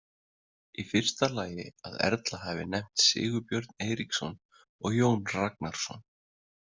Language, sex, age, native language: Icelandic, male, 30-39, Icelandic